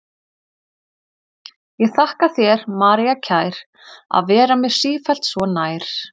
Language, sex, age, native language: Icelandic, female, 30-39, Icelandic